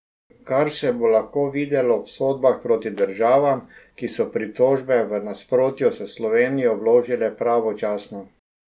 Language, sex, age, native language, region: Slovenian, male, 60+, Slovenian, Drava region